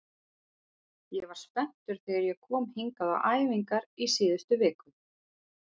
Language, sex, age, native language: Icelandic, female, 40-49, Icelandic